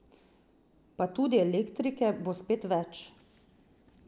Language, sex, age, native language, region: Slovenian, female, 30-49, Slovenian, Drava region